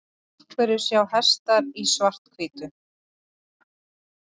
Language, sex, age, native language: Icelandic, female, 30-39, Icelandic